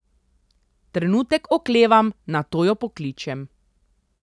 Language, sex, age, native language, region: Slovenian, female, 30-49, Slovenian, Central Slovenia